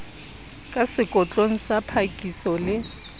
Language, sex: Southern Sotho, female